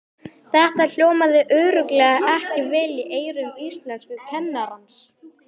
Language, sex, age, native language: Icelandic, male, 11, Icelandic